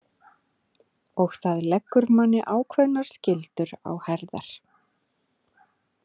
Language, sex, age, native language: Icelandic, female, 30-39, Icelandic